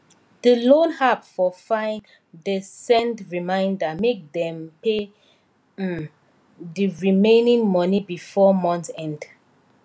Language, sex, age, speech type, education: Nigerian Pidgin, female, 15-29, spontaneous, tertiary